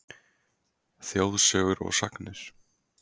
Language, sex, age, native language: Icelandic, male, 20-29, Icelandic